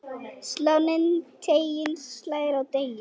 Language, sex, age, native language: Icelandic, female, 10, Icelandic